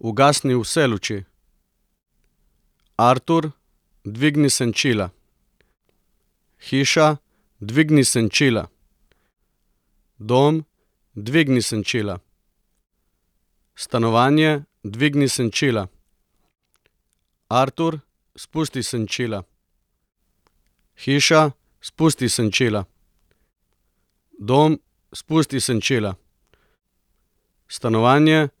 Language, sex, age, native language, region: Slovenian, male, 30-49, Slovenian, Coastal Karst region